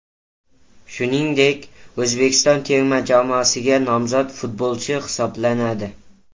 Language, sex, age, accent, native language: Uzbek, male, 18-24, Toshkent viloyati, Uzbek